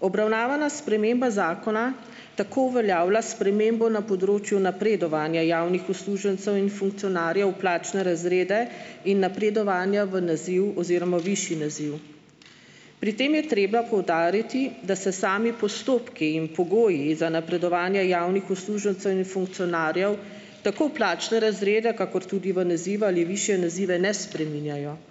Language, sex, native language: Slovenian, female, Slovenian